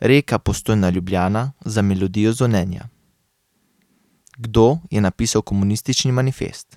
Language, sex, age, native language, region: Slovenian, male, 18-29, Slovenian, Carinthia region